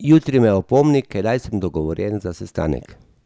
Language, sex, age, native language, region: Slovenian, male, 50-59, Slovenian, Drava region